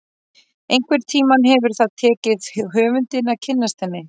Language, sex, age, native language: Icelandic, female, 30-39, Icelandic